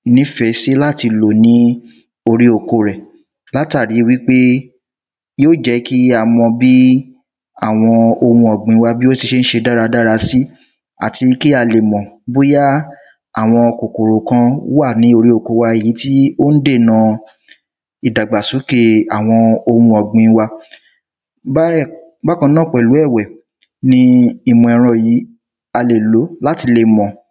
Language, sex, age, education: Yoruba, male, 15-29, tertiary